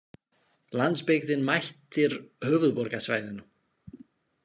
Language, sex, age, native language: Icelandic, male, 20-29, Slovak